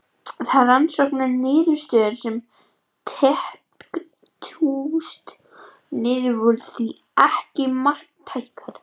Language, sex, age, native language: Icelandic, female, 18-19, Icelandic